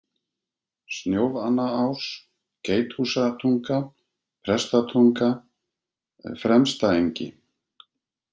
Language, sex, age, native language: Icelandic, male, 50-59, Icelandic